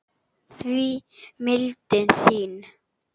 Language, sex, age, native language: Icelandic, male, 8, Icelandic